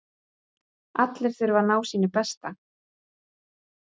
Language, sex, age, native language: Icelandic, female, 30-39, Icelandic